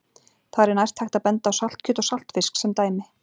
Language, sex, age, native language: Icelandic, female, 40-49, Icelandic